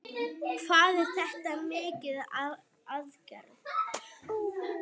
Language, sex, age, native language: Icelandic, female, 9, Icelandic